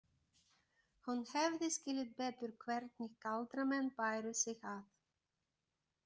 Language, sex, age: Icelandic, female, 50-59